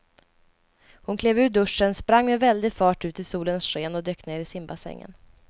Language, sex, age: Swedish, female, 20